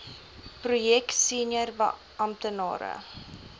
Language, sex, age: Afrikaans, female, 20